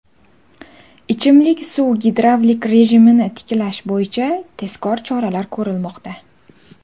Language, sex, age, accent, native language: Uzbek, female, 18-24, Toshkent viloyati, Uzbek